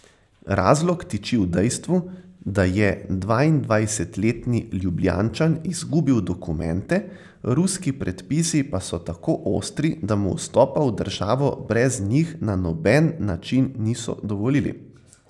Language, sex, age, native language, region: Slovenian, male, 18-29, Slovenian, Central Slovenia